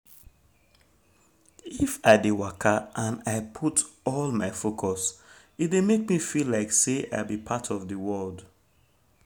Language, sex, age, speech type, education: Nigerian Pidgin, male, 30-45, spontaneous, tertiary